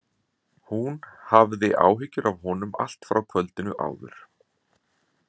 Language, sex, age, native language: Icelandic, male, 40-49, Icelandic